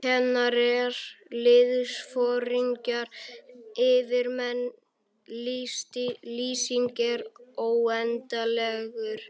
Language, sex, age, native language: Icelandic, male, 11, Icelandic